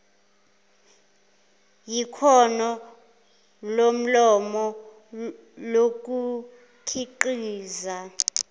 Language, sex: Zulu, female